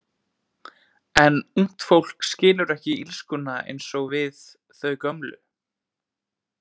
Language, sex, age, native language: Icelandic, male, 20-29, Icelandic